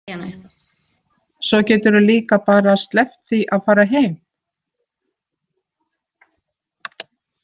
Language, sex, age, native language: Icelandic, female, 50-59, Icelandic